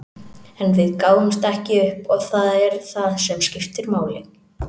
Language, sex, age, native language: Icelandic, male, 18-19, Icelandic